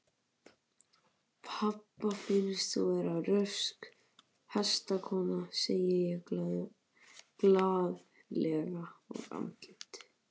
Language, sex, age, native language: Icelandic, male, 18-19, Icelandic